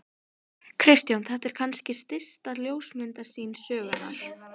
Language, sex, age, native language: Icelandic, female, 12, Icelandic